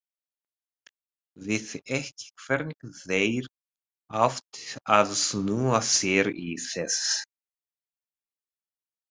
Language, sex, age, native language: Icelandic, male, 30-39, Japanese